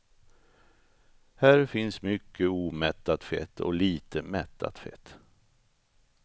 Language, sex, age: Swedish, male, 64